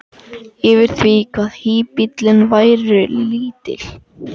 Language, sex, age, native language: Icelandic, male, 14, Icelandic